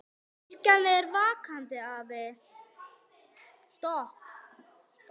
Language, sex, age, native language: Icelandic, male, 6, Icelandic